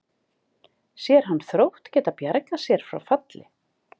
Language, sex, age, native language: Icelandic, female, 50-59, Icelandic